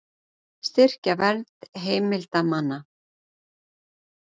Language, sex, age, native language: Icelandic, female, 40-49, Icelandic